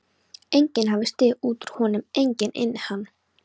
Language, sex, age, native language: Icelandic, female, 13, Polish